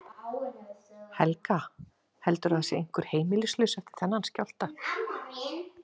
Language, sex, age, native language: Icelandic, female, 30-39, Icelandic